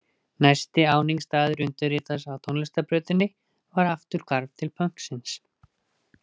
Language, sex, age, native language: Icelandic, male, 20-29, Icelandic